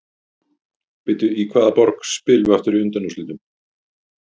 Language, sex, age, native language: Icelandic, male, 50-59, Icelandic